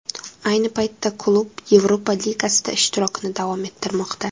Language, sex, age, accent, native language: Uzbek, female, under 19, Jizzax, Uzbek